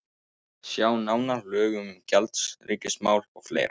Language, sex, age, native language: Icelandic, male, 18-19, Icelandic